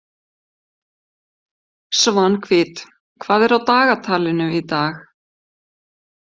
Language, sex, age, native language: Icelandic, female, 50-59, Icelandic